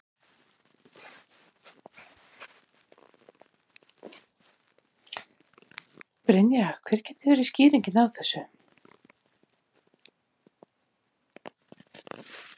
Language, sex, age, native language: Icelandic, female, 40-49, Icelandic